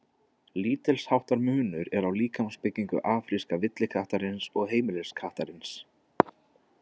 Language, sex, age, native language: Icelandic, male, 20-29, Icelandic